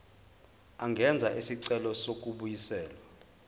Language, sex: Zulu, male